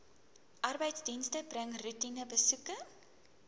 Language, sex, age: Afrikaans, female, 19